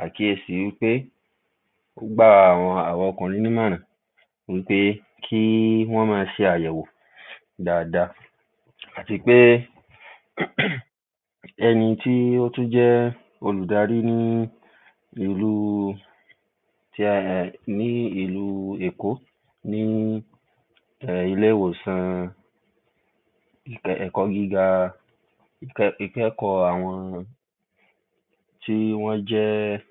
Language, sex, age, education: Yoruba, male, 46-60, tertiary